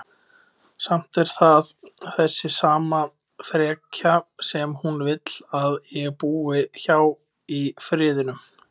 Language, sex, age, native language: Icelandic, male, 20-29, Icelandic